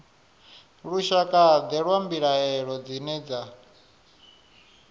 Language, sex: Venda, male